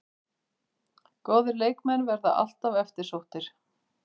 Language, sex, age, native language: Icelandic, female, 50-59, Icelandic